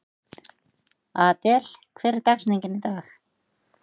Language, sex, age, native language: Icelandic, female, 30-39, Icelandic